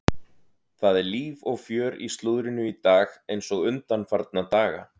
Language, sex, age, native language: Icelandic, male, 30-39, Icelandic